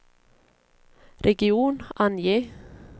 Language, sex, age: Swedish, female, 22